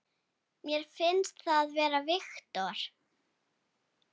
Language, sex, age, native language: Icelandic, female, 7, Icelandic